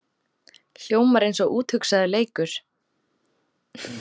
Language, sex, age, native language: Icelandic, female, 18-19, Icelandic